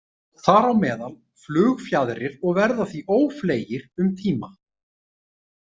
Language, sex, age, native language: Icelandic, male, 30-39, Icelandic